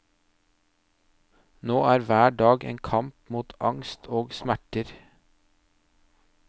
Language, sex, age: Norwegian, male, 30